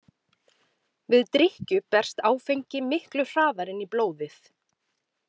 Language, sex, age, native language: Icelandic, female, 30-39, Icelandic